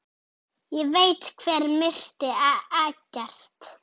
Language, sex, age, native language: Icelandic, female, 7, Icelandic